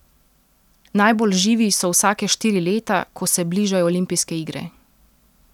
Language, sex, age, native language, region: Slovenian, female, 30-49, Slovenian, Central Slovenia